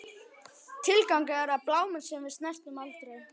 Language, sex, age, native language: Icelandic, male, 11, Icelandic